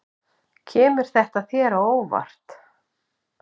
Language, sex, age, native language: Icelandic, female, 50-59, Icelandic